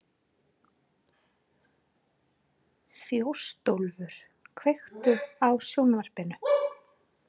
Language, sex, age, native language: Icelandic, female, 40-49, Icelandic